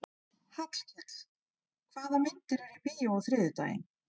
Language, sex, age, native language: Icelandic, female, 30-39, Icelandic